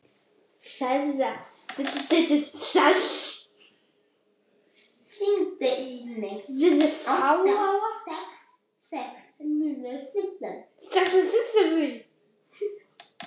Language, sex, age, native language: Icelandic, other, 18-19, Icelandic